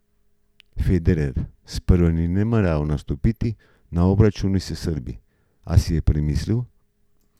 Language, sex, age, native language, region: Slovenian, male, 50-59, Slovenian, Gorenjska region